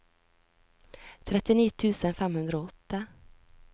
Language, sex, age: Norwegian, female, 36